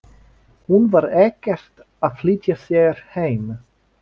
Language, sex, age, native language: Icelandic, male, 30-39, French